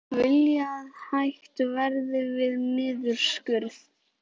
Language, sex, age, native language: Icelandic, male, 18-19, Icelandic